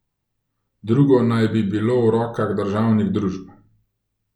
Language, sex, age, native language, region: Slovenian, male, 30-49, Slovenian, Gorenjska region